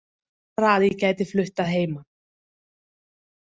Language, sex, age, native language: Icelandic, female, 30-39, Icelandic